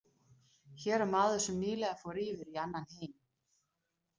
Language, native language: Icelandic, Danish